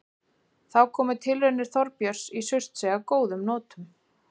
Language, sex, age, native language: Icelandic, female, 40-49, Icelandic